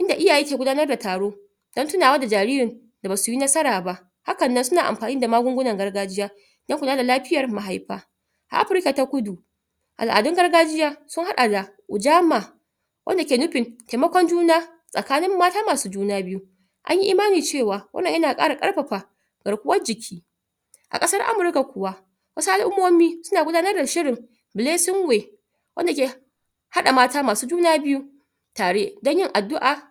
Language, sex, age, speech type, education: Hausa, female, 30-45, spontaneous, tertiary